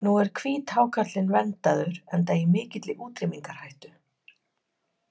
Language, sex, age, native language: Icelandic, female, 30-39, Icelandic